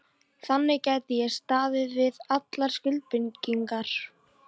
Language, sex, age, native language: Icelandic, female, 14, Icelandic